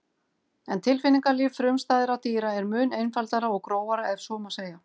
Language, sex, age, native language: Icelandic, female, 50-59, Icelandic